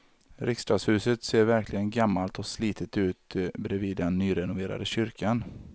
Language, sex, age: Swedish, male, 33